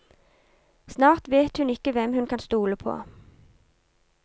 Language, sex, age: Norwegian, female, 32